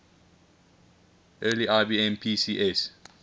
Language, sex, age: English, male, 21